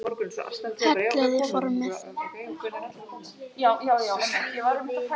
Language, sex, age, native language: Icelandic, male, 9, Icelandic